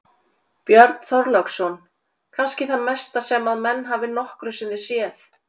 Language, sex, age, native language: Icelandic, female, 40-49, Icelandic